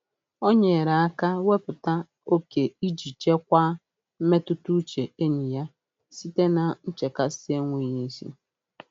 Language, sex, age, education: Igbo, female, 30-45, tertiary